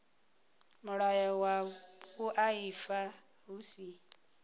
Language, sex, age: Venda, female, 39